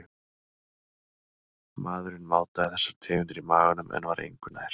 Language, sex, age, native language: Icelandic, male, 30-39, Icelandic